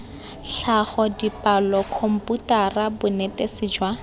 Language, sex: Tswana, female